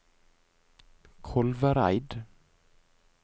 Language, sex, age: Norwegian, male, 24